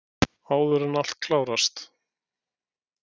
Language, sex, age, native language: Icelandic, male, 60-69, Icelandic